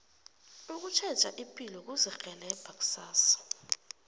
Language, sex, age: South Ndebele, female, 24